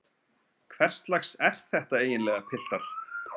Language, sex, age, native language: Icelandic, male, 30-39, Icelandic